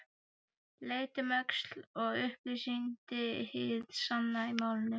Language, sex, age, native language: Icelandic, male, 12, Icelandic